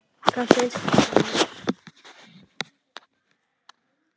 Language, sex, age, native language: Icelandic, male, 8, Icelandic